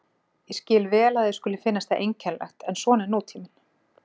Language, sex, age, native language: Icelandic, female, 40-49, Icelandic